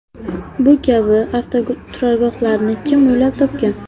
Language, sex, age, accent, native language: Uzbek, female, 18-24, Navoiy, Uzbek